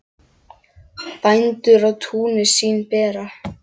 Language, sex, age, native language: Icelandic, male, 10, Icelandic